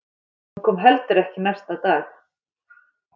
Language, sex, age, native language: Icelandic, female, 13, Icelandic